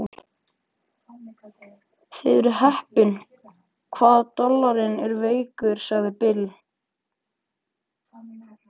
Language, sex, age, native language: Icelandic, male, 14, Icelandic